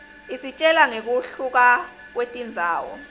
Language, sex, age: Swati, female, 22